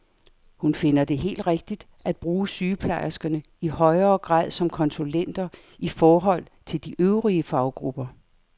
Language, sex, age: Danish, female, 58